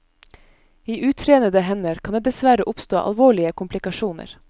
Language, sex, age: Norwegian, female, 22